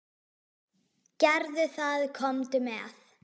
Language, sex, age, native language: Icelandic, female, 6, Icelandic